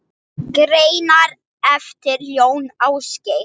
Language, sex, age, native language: Icelandic, female, 7, English